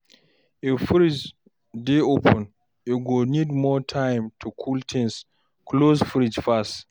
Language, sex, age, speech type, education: Nigerian Pidgin, male, 46-60, read, tertiary